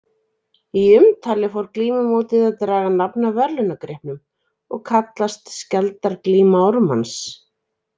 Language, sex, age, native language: Icelandic, female, 40-49, Icelandic